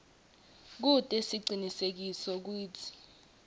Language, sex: Swati, female